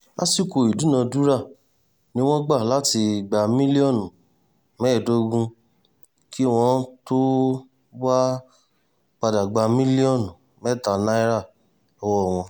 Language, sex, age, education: Yoruba, male, 15-29, tertiary